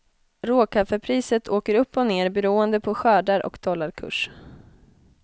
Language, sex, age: Swedish, female, 20